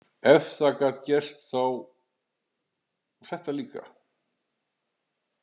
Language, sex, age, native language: Icelandic, male, 50-59, Icelandic